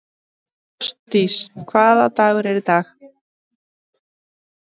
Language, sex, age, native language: Icelandic, female, 30-39, Icelandic